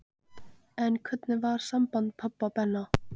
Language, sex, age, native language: Icelandic, female, 15, Icelandic